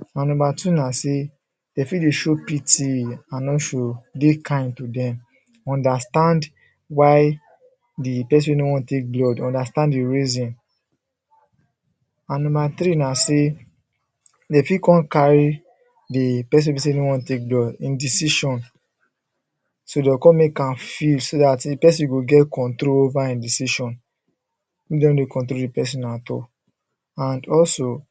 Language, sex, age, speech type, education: Nigerian Pidgin, male, 15-29, spontaneous, secondary